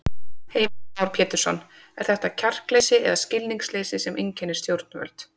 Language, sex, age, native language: Icelandic, female, 30-39, Icelandic